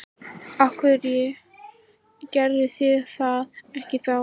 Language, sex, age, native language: Icelandic, female, 13, Icelandic